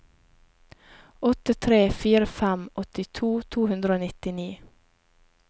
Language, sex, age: Norwegian, female, 28